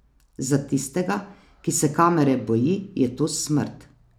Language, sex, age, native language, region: Slovenian, female, 30-49, Slovenian, Savinja region